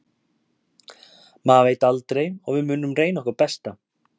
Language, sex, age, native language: Icelandic, male, 30-39, Icelandic